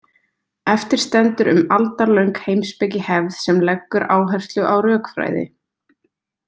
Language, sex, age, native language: Icelandic, female, 20-29, Icelandic